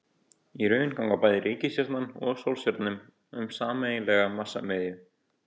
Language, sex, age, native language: Icelandic, male, 18-19, Icelandic